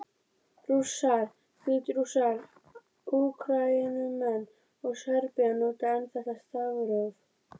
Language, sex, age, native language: Icelandic, female, 30-39, Icelandic